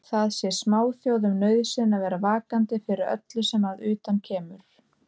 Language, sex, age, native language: Icelandic, female, 30-39, Icelandic